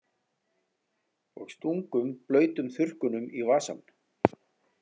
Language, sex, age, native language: Icelandic, male, 40-49, Icelandic